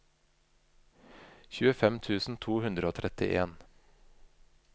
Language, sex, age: Norwegian, male, 25